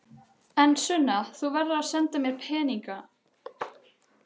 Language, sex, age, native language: Icelandic, other, 12, Icelandic